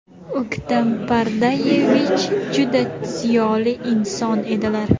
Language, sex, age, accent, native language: Uzbek, female, 19-29, Jizzax, Uzbek